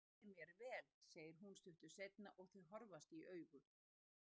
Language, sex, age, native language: Icelandic, female, 60-69, Icelandic